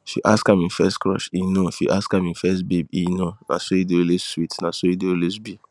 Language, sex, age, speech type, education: Nigerian Pidgin, male, 15-29, spontaneous, tertiary